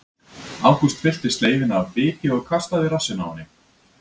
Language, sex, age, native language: Icelandic, male, 20-29, Icelandic